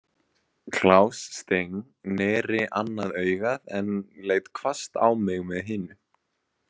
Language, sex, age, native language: Icelandic, male, 20-29, Icelandic